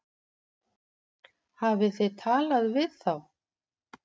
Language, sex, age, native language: Icelandic, female, 40-49, Icelandic